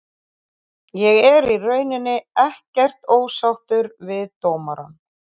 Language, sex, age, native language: Icelandic, female, 30-39, Icelandic